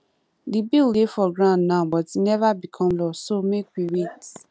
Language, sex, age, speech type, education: Nigerian Pidgin, female, 15-29, spontaneous, tertiary